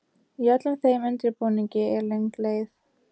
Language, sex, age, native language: Icelandic, female, 18-19, Icelandic